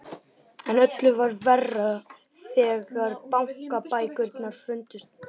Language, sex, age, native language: Icelandic, male, 11, Icelandic